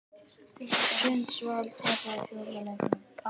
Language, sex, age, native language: Icelandic, male, 18-19, Icelandic